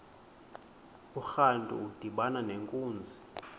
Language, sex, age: Xhosa, male, 20